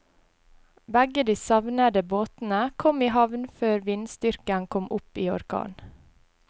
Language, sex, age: Norwegian, female, 20